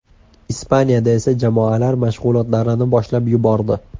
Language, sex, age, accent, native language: Uzbek, male, 18-24, Andijon, Uzbek